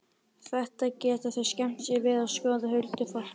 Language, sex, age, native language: Icelandic, female, 11, Icelandic